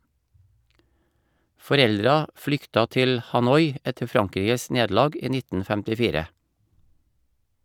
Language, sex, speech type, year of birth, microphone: Norwegian, male, read, 1956, Shure